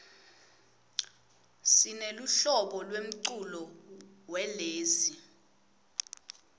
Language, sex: Swati, female